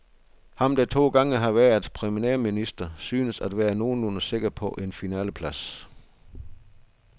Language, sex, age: Danish, male, 62